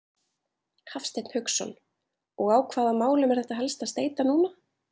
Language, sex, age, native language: Icelandic, female, 30-39, Icelandic